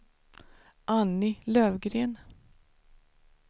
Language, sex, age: Swedish, female, 49